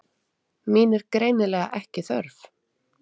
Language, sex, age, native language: Icelandic, female, 30-39, Icelandic